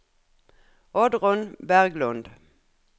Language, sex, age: Norwegian, female, 57